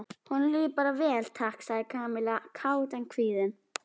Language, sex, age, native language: Icelandic, female, 12, Icelandic